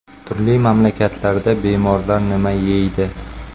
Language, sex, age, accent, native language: Uzbek, male, 25-34, Qashqadaryo, Uzbek